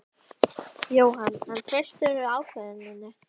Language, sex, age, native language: Icelandic, female, 11, Icelandic